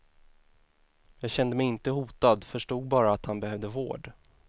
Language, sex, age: Swedish, male, 24